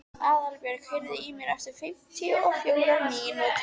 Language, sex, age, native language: Icelandic, female, 13, Icelandic